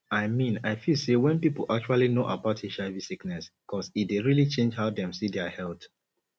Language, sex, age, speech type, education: Nigerian Pidgin, male, 15-29, spontaneous, tertiary